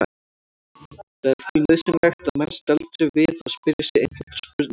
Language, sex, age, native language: Icelandic, female, 18-19, Icelandic